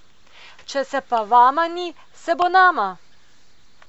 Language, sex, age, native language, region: Slovenian, female, 50-59, Slovenian, Coastal Karst region